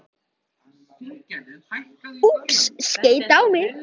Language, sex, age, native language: Icelandic, male, 13, Icelandic